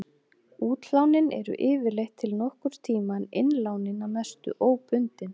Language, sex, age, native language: Icelandic, female, 30-39, Icelandic